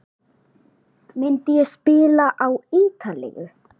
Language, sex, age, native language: Icelandic, male, 8, Icelandic